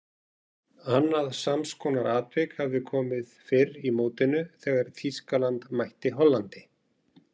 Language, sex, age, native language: Icelandic, male, 40-49, Icelandic